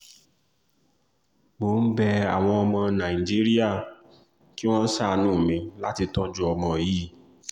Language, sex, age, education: Yoruba, male, 15-29, tertiary